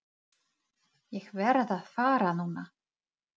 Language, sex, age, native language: Icelandic, female, 40-49, Czech